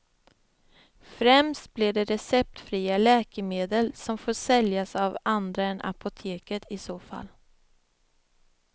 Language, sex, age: Swedish, female, 25